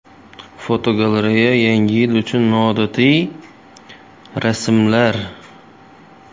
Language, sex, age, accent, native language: Uzbek, male, 25-34, Xorazm, Uzbek